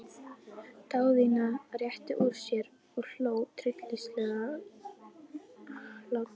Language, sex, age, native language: Icelandic, female, 11, Icelandic